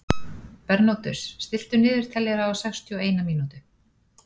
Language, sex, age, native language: Icelandic, female, 40-49, Icelandic